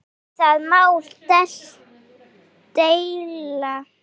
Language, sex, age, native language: Icelandic, female, 8, Icelandic